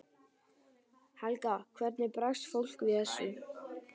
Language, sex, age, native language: Icelandic, male, 12, Icelandic